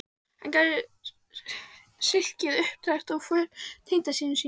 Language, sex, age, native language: Icelandic, female, 14, Icelandic